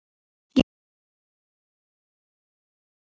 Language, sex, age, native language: Icelandic, male, 8, Icelandic